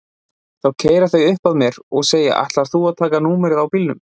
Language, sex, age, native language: Icelandic, male, 20-29, Icelandic